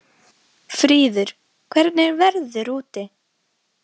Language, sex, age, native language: Icelandic, female, 12, Icelandic